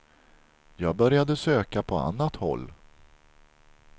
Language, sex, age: Swedish, male, 43